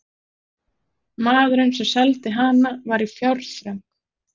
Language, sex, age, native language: Icelandic, male, 40-49, Icelandic